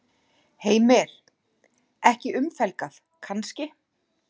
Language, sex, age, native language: Icelandic, female, 40-49, Icelandic